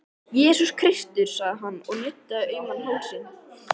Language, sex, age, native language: Icelandic, male, 13, Icelandic